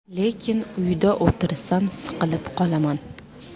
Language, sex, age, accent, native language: Uzbek, female, 19-29, Namangan, Uzbek